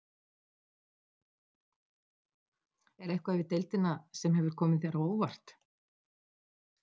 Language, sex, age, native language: Icelandic, female, 60-69, Icelandic